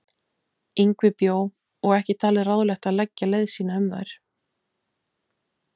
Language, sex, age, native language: Icelandic, female, 30-39, Icelandic